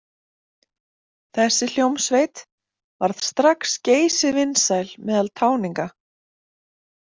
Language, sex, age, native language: Icelandic, female, 30-39, Icelandic